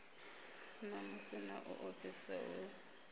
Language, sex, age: Venda, female, 33